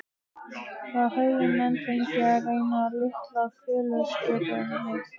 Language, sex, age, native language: Icelandic, male, 15, Icelandic